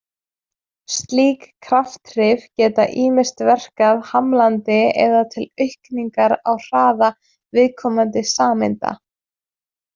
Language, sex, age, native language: Icelandic, female, 20-29, Icelandic